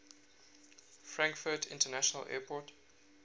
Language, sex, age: English, male, 19